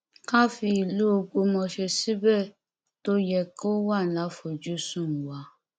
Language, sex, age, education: Yoruba, female, 15-29, tertiary